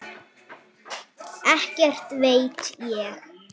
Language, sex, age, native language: Icelandic, female, 9, Icelandic